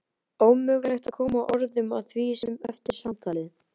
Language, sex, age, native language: Icelandic, male, 11, Icelandic